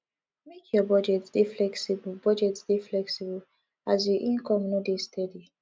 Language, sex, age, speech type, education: Nigerian Pidgin, female, 15-29, spontaneous, tertiary